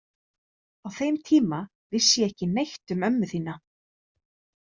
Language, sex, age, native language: Icelandic, female, 30-39, Icelandic